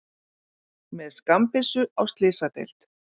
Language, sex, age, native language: Icelandic, female, 40-49, Icelandic